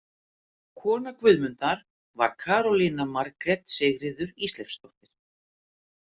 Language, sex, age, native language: Icelandic, female, 50-59, Icelandic